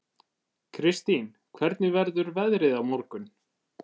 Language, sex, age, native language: Icelandic, male, 20-29, Icelandic